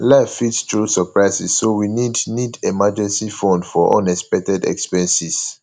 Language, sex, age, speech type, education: Nigerian Pidgin, male, 15-29, spontaneous, tertiary